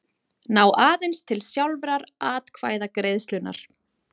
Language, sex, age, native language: Icelandic, female, 40-49, Icelandic